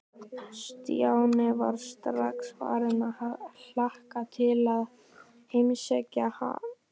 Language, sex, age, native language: Icelandic, male, 12, Icelandic